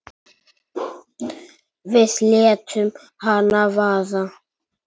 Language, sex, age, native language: Icelandic, male, 9, Icelandic